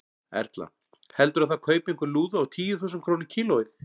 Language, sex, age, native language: Icelandic, male, 40-49, Icelandic